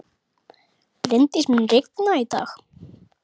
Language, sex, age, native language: Icelandic, female, 30-39, Icelandic